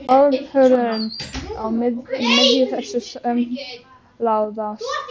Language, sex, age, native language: Icelandic, other, 12, Icelandic